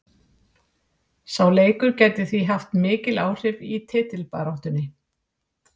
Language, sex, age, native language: Icelandic, female, 40-49, Icelandic